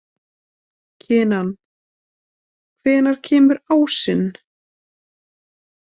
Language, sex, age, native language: Icelandic, female, 20-29, Icelandic